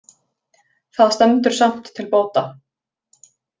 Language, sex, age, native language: Icelandic, female, 20-29, Icelandic